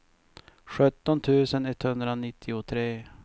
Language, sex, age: Swedish, male, 50